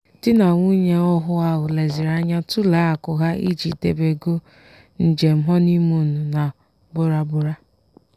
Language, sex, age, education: Igbo, female, 15-29, tertiary